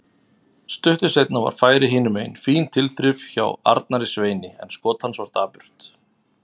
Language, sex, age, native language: Icelandic, male, 30-39, Icelandic